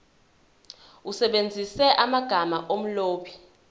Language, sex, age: Zulu, female, 21